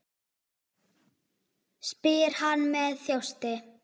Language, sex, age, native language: Icelandic, female, 10, Icelandic